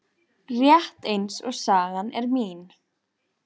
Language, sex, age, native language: Icelandic, female, 14, Icelandic